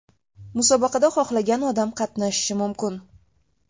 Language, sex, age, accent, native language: Uzbek, female, 18-24, Toshkent shahri, Uzbek